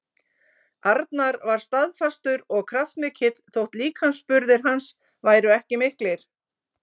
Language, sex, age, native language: Icelandic, female, 50-59, Icelandic